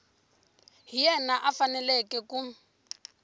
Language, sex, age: Tsonga, female, 20